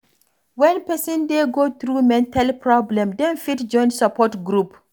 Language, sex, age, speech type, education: Nigerian Pidgin, female, 46-60, read, tertiary